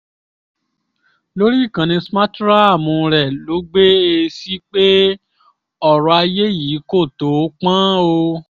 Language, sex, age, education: Yoruba, female, 15-29, tertiary